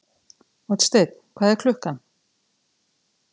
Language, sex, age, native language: Icelandic, female, 30-39, Icelandic